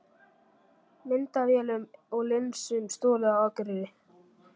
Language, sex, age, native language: Icelandic, male, 40-49, Icelandic